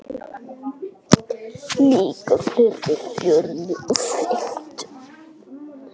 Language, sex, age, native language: Icelandic, male, 10, Icelandic